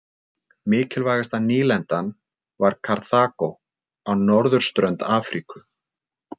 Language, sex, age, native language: Icelandic, male, 40-49, Icelandic